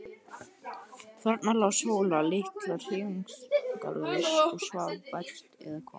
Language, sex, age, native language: Icelandic, female, 13, Icelandic